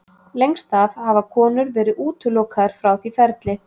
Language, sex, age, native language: Icelandic, female, 30-39, Icelandic